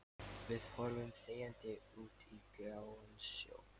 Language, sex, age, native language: Icelandic, male, 13, Lithuanian